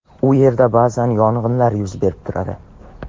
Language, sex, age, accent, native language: Uzbek, male, under 19, Andijon, Tajik